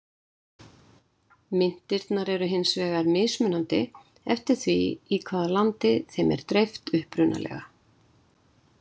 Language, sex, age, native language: Icelandic, female, 60-69, Icelandic